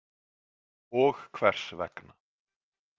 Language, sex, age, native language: Icelandic, male, 40-49, Icelandic